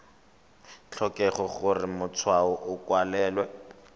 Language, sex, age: Tswana, male, 25